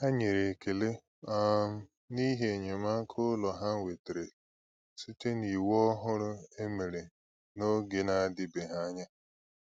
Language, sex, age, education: Igbo, male, 15-29, tertiary